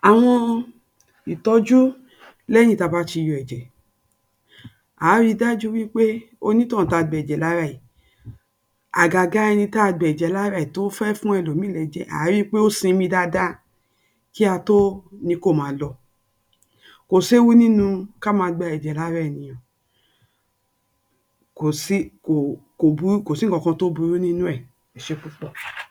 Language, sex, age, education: Yoruba, female, 60+, tertiary